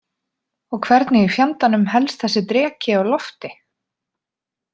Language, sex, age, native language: Icelandic, female, 20-29, Icelandic